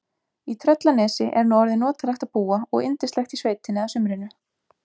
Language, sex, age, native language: Icelandic, female, 20-29, Icelandic